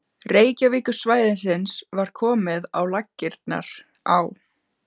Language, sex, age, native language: Icelandic, female, 15, Icelandic